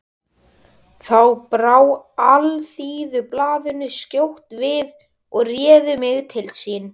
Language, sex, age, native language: Icelandic, male, 12, Icelandic